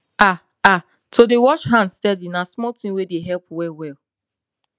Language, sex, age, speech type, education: Nigerian Pidgin, female, 15-29, spontaneous, tertiary